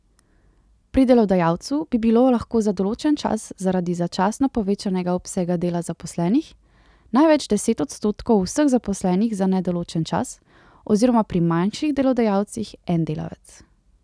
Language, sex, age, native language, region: Slovenian, female, 18-29, Slovenian, Central Slovenia